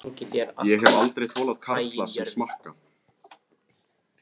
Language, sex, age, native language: Icelandic, male, 15, Icelandic